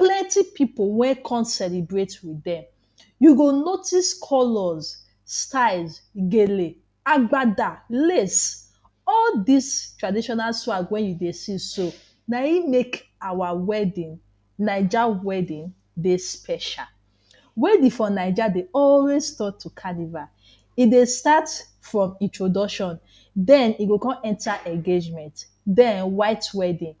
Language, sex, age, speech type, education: Nigerian Pidgin, female, 30-45, spontaneous, tertiary